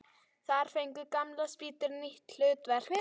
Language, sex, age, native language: Icelandic, female, 12, Icelandic